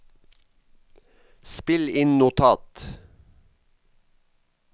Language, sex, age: Norwegian, male, 54